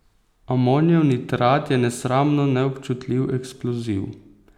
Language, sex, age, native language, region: Slovenian, male, 18-29, Slovenian, Posavska region